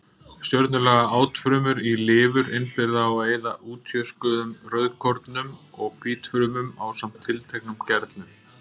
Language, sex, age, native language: Icelandic, male, 40-49, Icelandic